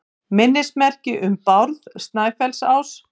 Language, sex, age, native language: Icelandic, female, 50-59, Icelandic